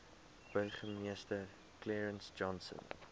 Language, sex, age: Afrikaans, male, 22